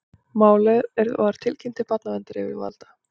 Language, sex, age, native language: Icelandic, female, 40-49, Icelandic